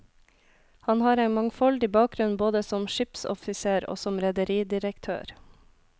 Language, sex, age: Norwegian, female, 26